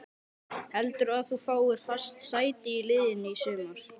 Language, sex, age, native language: Icelandic, male, 12, Icelandic